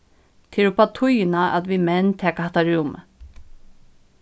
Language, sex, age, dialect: Faroese, female, 15-35, Norðuroyggjar